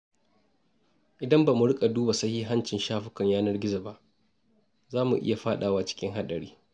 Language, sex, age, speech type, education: Hausa, male, 30-45, spontaneous, tertiary